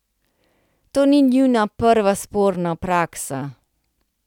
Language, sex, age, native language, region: Slovenian, female, 30-49, Slovenian, Central Slovenia